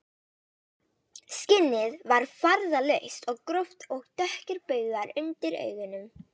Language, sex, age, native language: Icelandic, female, 18-19, Icelandic